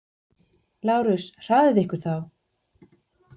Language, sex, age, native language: Icelandic, female, 40-49, Icelandic